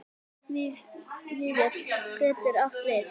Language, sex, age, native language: Icelandic, female, 9, Icelandic